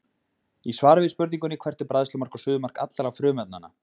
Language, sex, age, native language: Icelandic, male, 20-29, Icelandic